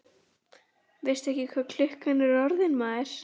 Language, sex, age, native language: Icelandic, female, 11, Icelandic